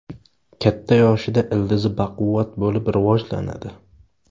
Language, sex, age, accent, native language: Uzbek, male, 18-24, Samarqand, Uzbek